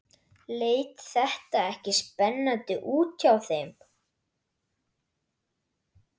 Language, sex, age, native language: Icelandic, male, 12, Icelandic